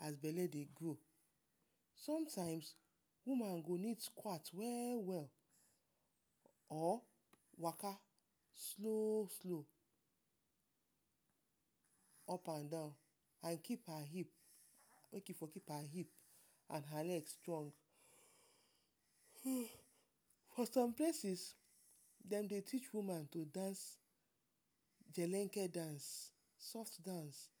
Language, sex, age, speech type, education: Nigerian Pidgin, female, 30-45, spontaneous, tertiary